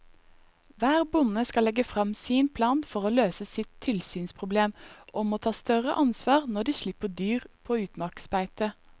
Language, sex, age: Norwegian, female, 21